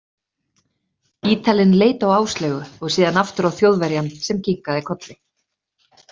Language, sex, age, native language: Icelandic, female, 30-39, Icelandic